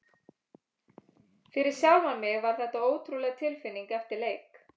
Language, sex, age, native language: Icelandic, female, 30-39, Icelandic